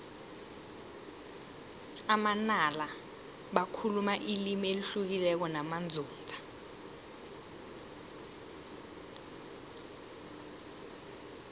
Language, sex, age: South Ndebele, female, 18